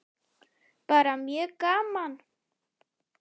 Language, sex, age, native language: Icelandic, female, 9, Icelandic